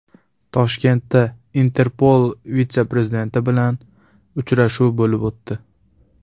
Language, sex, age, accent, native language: Uzbek, male, under 19, Farg'ona, Uzbek